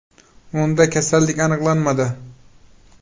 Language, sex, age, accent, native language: Uzbek, male, 18-24, Qashqadaryo, Uzbek